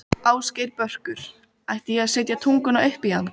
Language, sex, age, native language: Icelandic, female, 12, Icelandic